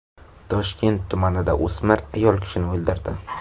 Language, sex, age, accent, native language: Uzbek, male, 18-24, Navoiy, Uzbek